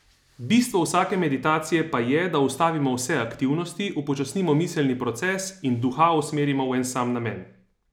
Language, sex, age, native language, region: Slovenian, male, 30-49, Slovenian, Savinja region